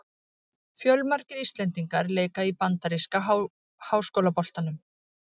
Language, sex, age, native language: Icelandic, female, 40-49, Icelandic